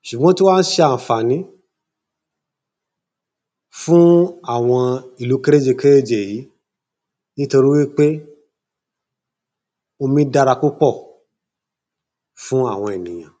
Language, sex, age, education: Yoruba, male, 30-45, tertiary